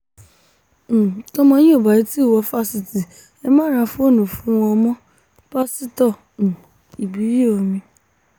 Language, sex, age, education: Yoruba, female, 15-29, tertiary